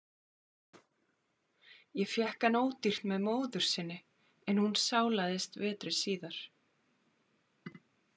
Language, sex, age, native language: Icelandic, female, 40-49, Icelandic